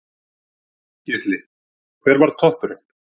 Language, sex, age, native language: Icelandic, male, 40-49, Icelandic